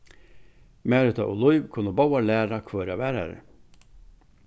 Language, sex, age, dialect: Faroese, male, 61+, Vágar